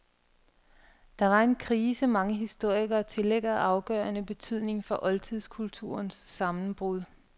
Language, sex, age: Danish, female, 42